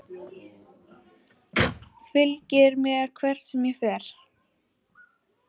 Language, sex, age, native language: Icelandic, female, 12, Icelandic